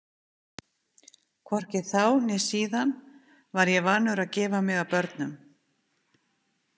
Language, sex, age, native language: Icelandic, female, 50-59, Icelandic